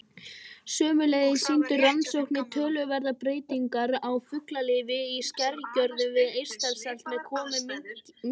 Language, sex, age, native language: Icelandic, male, 18-19, Icelandic